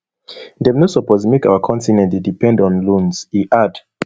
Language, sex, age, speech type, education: Nigerian Pidgin, male, 30-45, spontaneous, tertiary